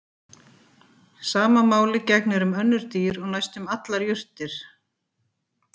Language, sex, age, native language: Icelandic, female, 50-59, Icelandic